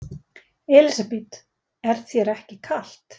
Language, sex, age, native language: Icelandic, female, 40-49, Icelandic